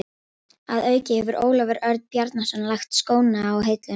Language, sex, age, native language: Icelandic, female, 18-19, Icelandic